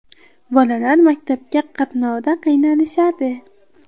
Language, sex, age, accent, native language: Uzbek, female, 18-24, Qashqadaryo, Uzbek